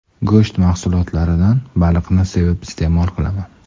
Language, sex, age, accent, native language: Uzbek, male, 18-24, Farg'ona, Uzbek